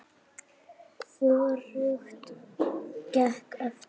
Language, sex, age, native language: Icelandic, female, 8, Icelandic